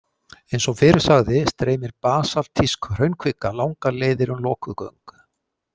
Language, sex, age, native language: Icelandic, male, 60-69, Icelandic